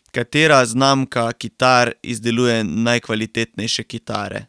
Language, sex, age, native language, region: Slovenian, male, 18-29, Slovenian, Carinthia region